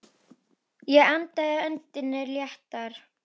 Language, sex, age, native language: Icelandic, female, 10, Icelandic